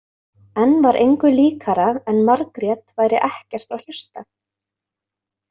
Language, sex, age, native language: Icelandic, female, 20-29, Icelandic